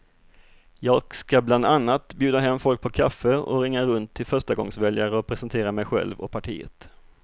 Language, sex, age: Swedish, male, 38